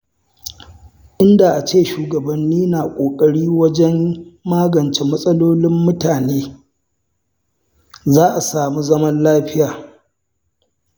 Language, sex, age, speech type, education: Hausa, male, 60+, read, tertiary